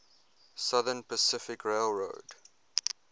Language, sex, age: English, male, 21